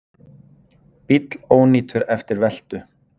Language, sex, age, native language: Icelandic, male, 40-49, Icelandic